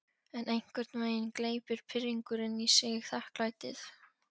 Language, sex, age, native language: Icelandic, female, 14, Polish